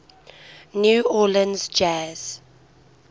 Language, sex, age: English, female, 19